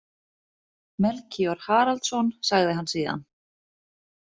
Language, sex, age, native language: Icelandic, female, 30-39, Icelandic